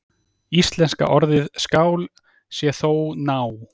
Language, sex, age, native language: Icelandic, male, 30-39, Icelandic